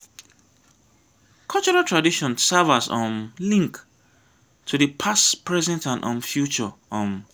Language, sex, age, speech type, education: Nigerian Pidgin, male, 30-45, spontaneous, tertiary